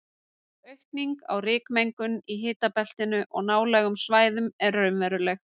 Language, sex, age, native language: Icelandic, female, 30-39, Icelandic